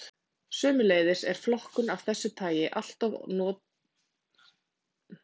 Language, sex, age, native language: Icelandic, female, 30-39, Icelandic